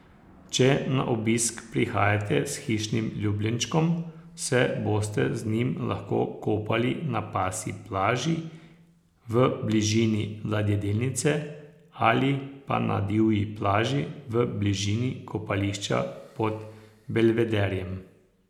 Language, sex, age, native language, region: Slovenian, male, 60+, Slovenian, Posavska region